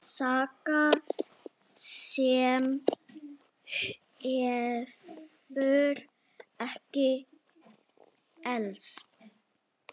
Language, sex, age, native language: Icelandic, female, 7, Danish